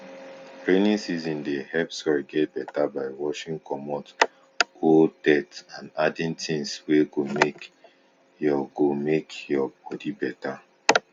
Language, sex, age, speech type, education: Nigerian Pidgin, male, 15-29, spontaneous, tertiary